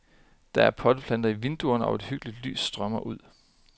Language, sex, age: Danish, male, 30